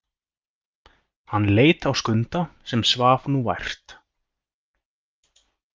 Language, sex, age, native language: Icelandic, male, 30-39, Icelandic